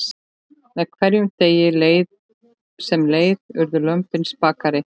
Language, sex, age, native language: Icelandic, female, 13, Icelandic